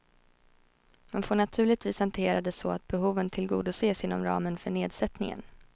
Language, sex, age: Swedish, female, 21